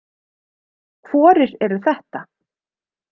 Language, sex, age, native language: Icelandic, female, 30-39, Icelandic